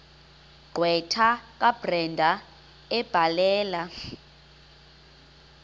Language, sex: Xhosa, female